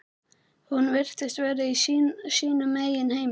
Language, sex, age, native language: Icelandic, male, 11, Icelandic